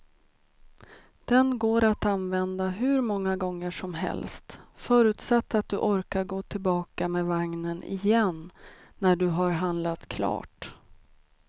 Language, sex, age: Swedish, female, 36